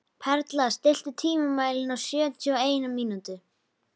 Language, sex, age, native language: Icelandic, female, 11, Icelandic